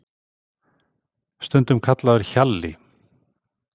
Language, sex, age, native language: Icelandic, male, 60-69, Icelandic